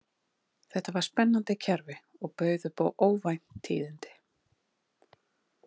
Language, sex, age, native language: Icelandic, female, 30-39, Icelandic